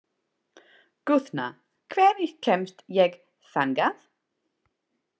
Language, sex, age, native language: Icelandic, female, 40-49, English